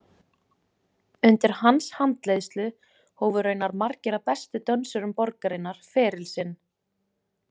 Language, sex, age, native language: Icelandic, female, 20-29, Icelandic